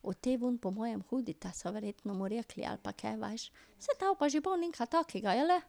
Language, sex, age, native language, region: Slovenian, female, 50-59, Slovenian, Drava region